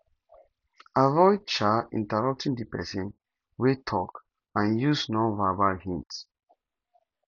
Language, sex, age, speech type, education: Nigerian Pidgin, male, 15-29, spontaneous, tertiary